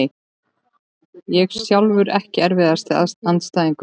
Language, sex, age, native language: Icelandic, female, 13, Icelandic